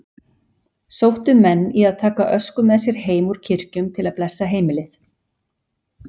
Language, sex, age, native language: Icelandic, female, 40-49, Icelandic